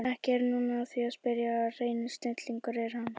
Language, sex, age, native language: Icelandic, female, 18-19, Icelandic